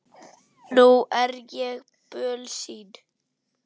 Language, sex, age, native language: Icelandic, male, 9, Icelandic